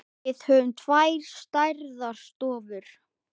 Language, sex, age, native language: Icelandic, male, 10, Icelandic